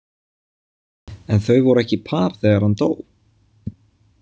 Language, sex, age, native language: Icelandic, male, 20-29, Icelandic